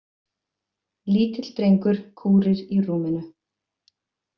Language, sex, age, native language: Icelandic, female, 50-59, Icelandic